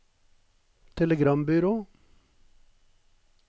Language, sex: Norwegian, male